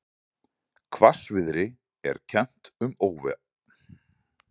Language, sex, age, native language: Icelandic, male, 40-49, Icelandic